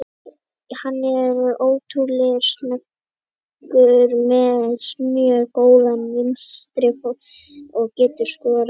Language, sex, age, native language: Icelandic, male, 50-59, Icelandic